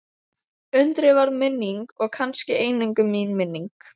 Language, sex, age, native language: Icelandic, female, 12, Icelandic